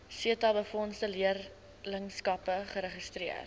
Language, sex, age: Afrikaans, female, 19